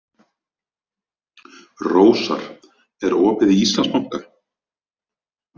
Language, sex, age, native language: Icelandic, male, 30-39, Icelandic